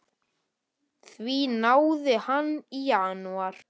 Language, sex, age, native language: Icelandic, male, 10, Icelandic